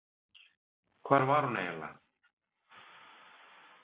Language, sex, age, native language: Icelandic, male, 30-39, Icelandic